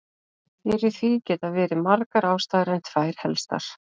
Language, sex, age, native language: Icelandic, female, 40-49, Icelandic